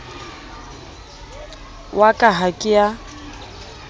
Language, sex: Southern Sotho, female